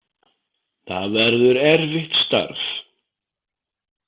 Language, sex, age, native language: Icelandic, male, 50-59, Icelandic